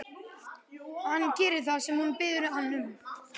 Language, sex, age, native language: Icelandic, male, 11, Icelandic